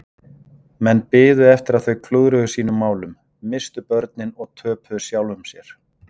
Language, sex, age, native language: Icelandic, male, 40-49, Icelandic